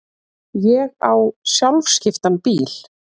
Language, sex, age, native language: Icelandic, female, 30-39, Icelandic